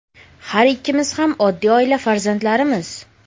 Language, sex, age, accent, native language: Uzbek, female, 18-24, Andijon, Uzbek